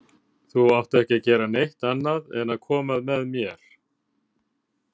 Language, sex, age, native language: Icelandic, male, 50-59, Icelandic